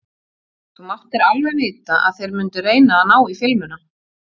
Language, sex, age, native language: Icelandic, female, 40-49, Icelandic